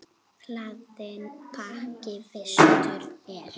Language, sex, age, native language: Icelandic, female, 8, Icelandic